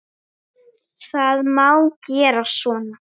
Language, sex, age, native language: Icelandic, female, 10, Icelandic